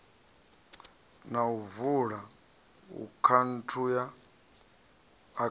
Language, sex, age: Venda, male, 37